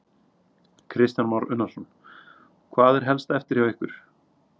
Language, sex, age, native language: Icelandic, male, 30-39, Icelandic